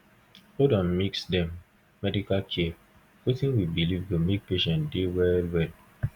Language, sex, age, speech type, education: Nigerian Pidgin, male, 15-29, spontaneous, tertiary